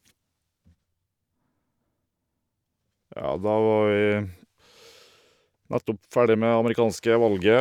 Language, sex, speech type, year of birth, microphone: Norwegian, male, spontaneous, 1978, Shure